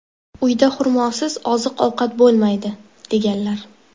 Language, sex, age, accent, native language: Uzbek, female, 12-17, Toshkent shahri, Uzbek